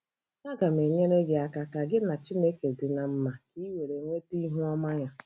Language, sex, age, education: Igbo, female, 30-45, tertiary